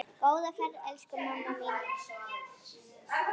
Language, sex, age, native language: Icelandic, female, 8, Icelandic